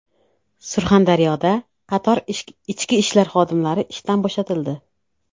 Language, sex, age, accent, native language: Uzbek, female, 35+, Namangan, Uzbek